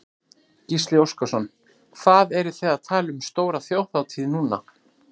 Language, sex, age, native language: Icelandic, male, 30-39, Icelandic